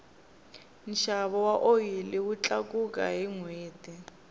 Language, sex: Tsonga, female